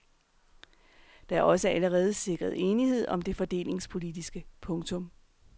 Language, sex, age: Danish, female, 39